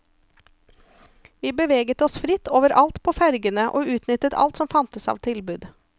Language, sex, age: Norwegian, female, 34